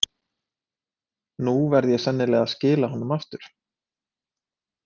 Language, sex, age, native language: Icelandic, male, 30-39, Icelandic